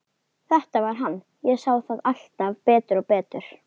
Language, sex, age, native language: Icelandic, female, 11, Icelandic